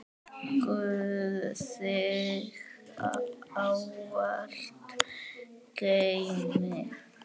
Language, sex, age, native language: Icelandic, male, 9, Icelandic